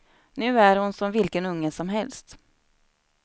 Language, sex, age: Swedish, female, 29